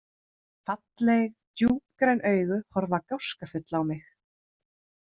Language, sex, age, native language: Icelandic, female, 30-39, Icelandic